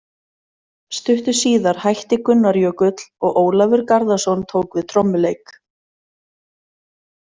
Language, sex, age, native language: Icelandic, female, 30-39, Icelandic